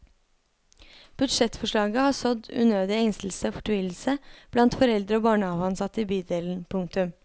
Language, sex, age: Norwegian, female, 23